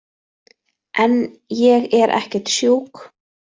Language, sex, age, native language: Icelandic, female, 30-39, Icelandic